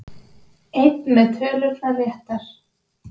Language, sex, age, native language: Icelandic, female, 20-29, Icelandic